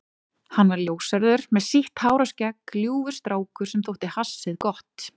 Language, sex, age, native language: Icelandic, female, 30-39, Icelandic